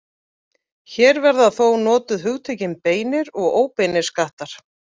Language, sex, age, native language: Icelandic, female, 40-49, Icelandic